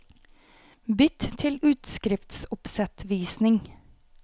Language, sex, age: Norwegian, female, 28